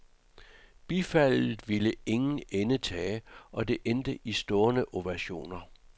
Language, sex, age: Danish, male, 66